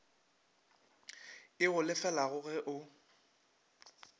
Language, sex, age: Northern Sotho, male, 21